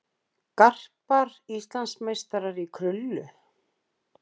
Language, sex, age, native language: Icelandic, female, 60-69, Icelandic